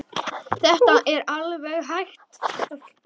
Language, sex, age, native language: Icelandic, male, 10, Icelandic